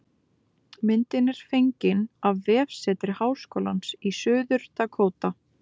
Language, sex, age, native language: Icelandic, female, 20-29, Icelandic